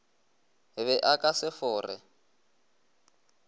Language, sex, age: Northern Sotho, male, 20